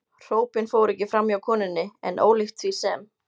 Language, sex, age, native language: Icelandic, female, 20-29, Icelandic